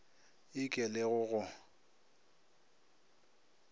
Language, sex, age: Northern Sotho, male, 24